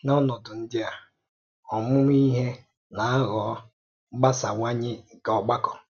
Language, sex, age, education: Igbo, male, 30-45, tertiary